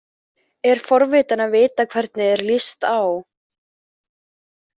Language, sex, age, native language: Icelandic, female, 15, Icelandic